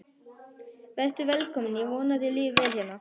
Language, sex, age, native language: Icelandic, female, 11, Icelandic